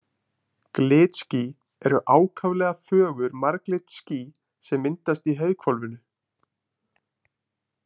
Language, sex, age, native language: Icelandic, male, 20-29, Icelandic